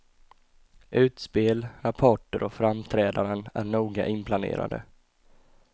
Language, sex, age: Swedish, male, 20